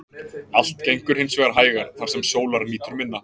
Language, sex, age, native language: Icelandic, male, 20-29, Icelandic